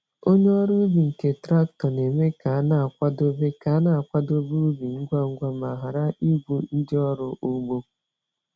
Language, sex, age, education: Igbo, female, 30-45, tertiary